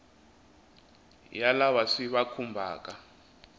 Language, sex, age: Tsonga, male, 20